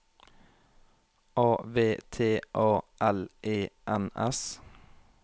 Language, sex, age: Norwegian, male, 21